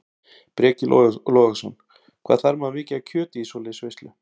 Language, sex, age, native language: Icelandic, male, 40-49, Icelandic